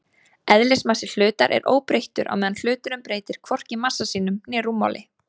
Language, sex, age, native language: Icelandic, female, 20-29, Icelandic